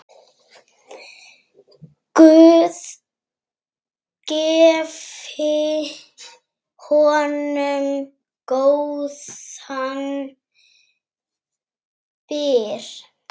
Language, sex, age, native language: Icelandic, female, 6, Icelandic